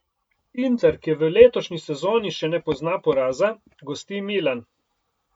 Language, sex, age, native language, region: Slovenian, male, 50-59, Slovenian, Coastal Karst region